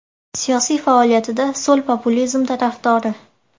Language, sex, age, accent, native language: Uzbek, female, 18-24, Andijon, Uzbek